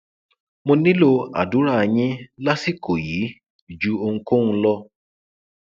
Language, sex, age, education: Yoruba, male, 30-45, tertiary